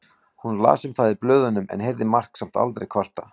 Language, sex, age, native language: Icelandic, male, 40-49, Icelandic